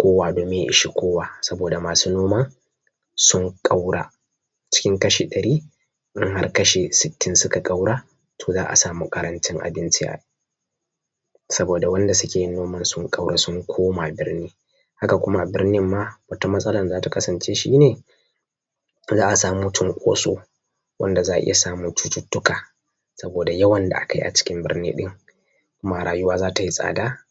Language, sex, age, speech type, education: Hausa, male, 15-29, spontaneous, tertiary